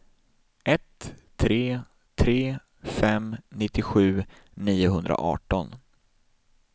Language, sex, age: Swedish, male, 26